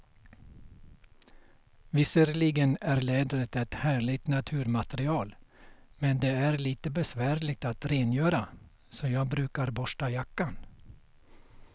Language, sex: Swedish, male